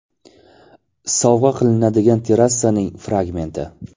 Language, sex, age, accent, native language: Uzbek, male, 18-24, Toshkent shahri, Uzbek